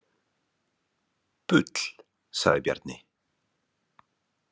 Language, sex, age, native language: Icelandic, male, 30-39, Icelandic